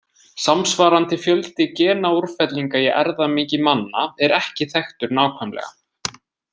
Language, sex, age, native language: Icelandic, male, 20-29, Icelandic